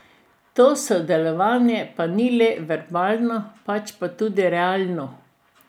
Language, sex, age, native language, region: Slovenian, female, 60+, Slovenian, Drava region